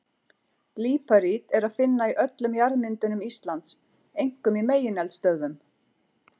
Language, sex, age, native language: Icelandic, female, 40-49, Icelandic